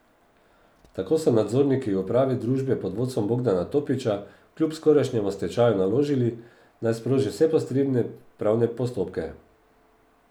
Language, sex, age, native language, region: Slovenian, male, 50-59, Slovenian, Drava region